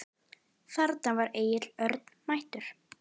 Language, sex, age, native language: Icelandic, female, 10, Icelandic